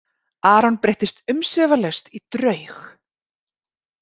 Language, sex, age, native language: Icelandic, female, 40-49, Icelandic